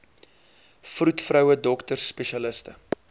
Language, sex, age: Afrikaans, male, 23